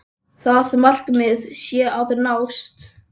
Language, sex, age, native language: Icelandic, male, 10, Icelandic